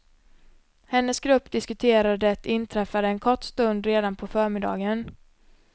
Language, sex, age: Swedish, female, 26